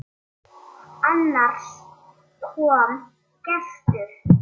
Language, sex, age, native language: Icelandic, male, 8, Icelandic